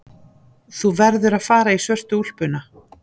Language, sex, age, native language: Icelandic, female, 50-59, Icelandic